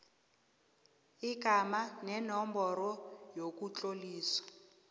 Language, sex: South Ndebele, female